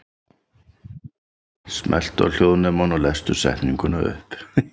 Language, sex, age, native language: Icelandic, male, 40-49, Icelandic